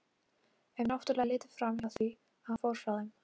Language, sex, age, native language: Icelandic, female, 18-19, Icelandic